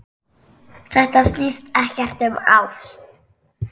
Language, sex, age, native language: Icelandic, female, 10, Icelandic